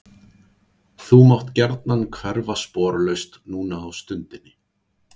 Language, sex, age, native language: Icelandic, male, 40-49, Icelandic